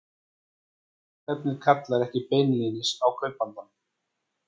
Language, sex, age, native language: Icelandic, female, 14, Icelandic